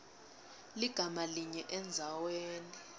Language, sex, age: Swati, female, 21